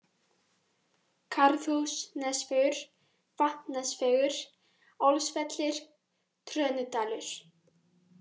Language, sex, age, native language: Icelandic, female, 18-19, Icelandic